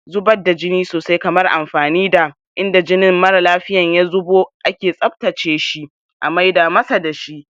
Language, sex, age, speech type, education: Hausa, male, 46-60, spontaneous, tertiary